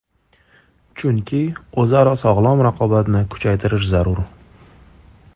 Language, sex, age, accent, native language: Uzbek, male, 25-34, Toshkent shahri, Uzbek